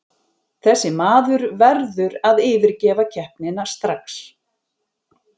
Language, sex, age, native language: Icelandic, female, 40-49, Icelandic